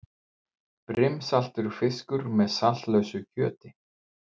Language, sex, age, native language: Icelandic, male, 50-59, Icelandic